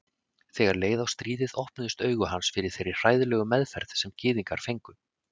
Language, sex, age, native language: Icelandic, male, 30-39, Icelandic